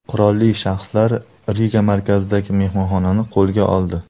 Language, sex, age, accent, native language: Uzbek, male, 18-24, Farg'ona, Uzbek